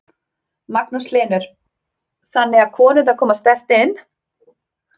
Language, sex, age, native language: Icelandic, female, 30-39, Icelandic